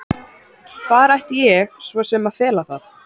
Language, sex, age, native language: Icelandic, male, 14, Icelandic